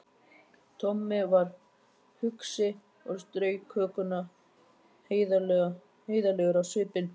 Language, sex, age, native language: Icelandic, male, 12, Icelandic